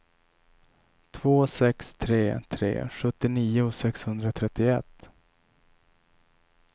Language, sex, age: Swedish, male, 27